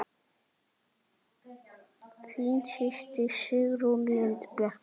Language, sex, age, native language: Icelandic, male, 8, Icelandic